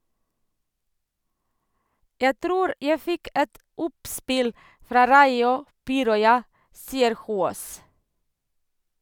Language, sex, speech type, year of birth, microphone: Norwegian, female, read, 1978, Sennheiser